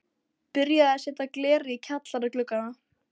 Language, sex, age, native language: Icelandic, female, 12, Icelandic